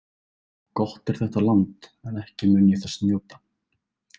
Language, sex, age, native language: Icelandic, male, 20-29, Icelandic